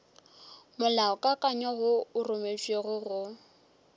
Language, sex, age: Northern Sotho, female, 23